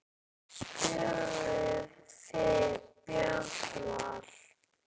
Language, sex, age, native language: Icelandic, male, 10, Icelandic